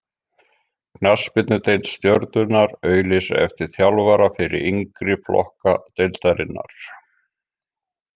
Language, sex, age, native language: Icelandic, male, 50-59, Icelandic